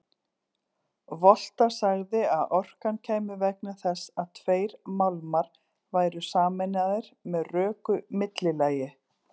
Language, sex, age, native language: Icelandic, female, 40-49, Icelandic